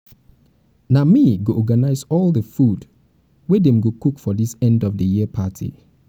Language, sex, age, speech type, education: Nigerian Pidgin, male, 30-45, spontaneous, tertiary